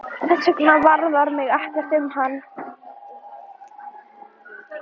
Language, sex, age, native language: Icelandic, female, 11, Icelandic